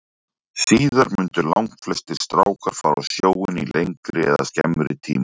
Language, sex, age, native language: Icelandic, male, 40-49, Icelandic